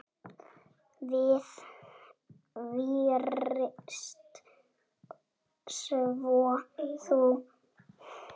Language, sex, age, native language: Icelandic, female, 7, Icelandic